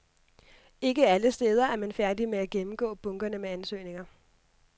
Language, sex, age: Danish, female, 26